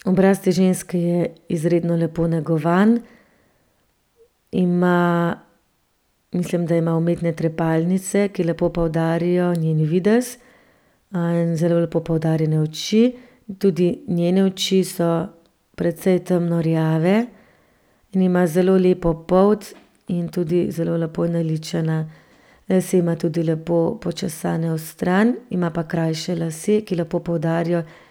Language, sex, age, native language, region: Slovenian, female, 30-49, Slovenian, Central Slovenia